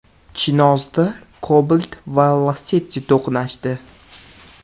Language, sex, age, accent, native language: Uzbek, male, 18-24, Samarqand, Uzbek